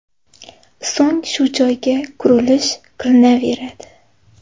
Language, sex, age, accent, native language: Uzbek, female, 18-24, Xorazm, Uzbek